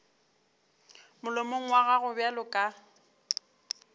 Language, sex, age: Northern Sotho, female, 29